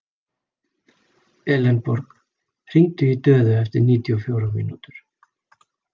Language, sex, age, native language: Icelandic, male, 40-49, Icelandic